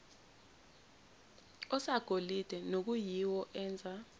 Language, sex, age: Zulu, female, 17